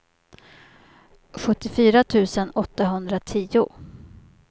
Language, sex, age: Swedish, female, 50